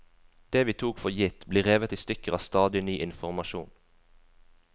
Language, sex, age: Norwegian, female, 20